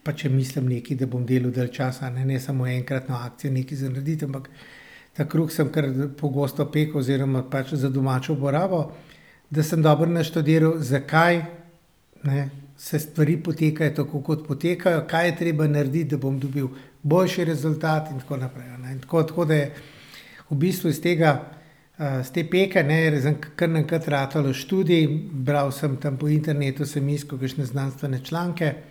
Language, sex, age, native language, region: Slovenian, male, 60+, Slovenian, Central Slovenia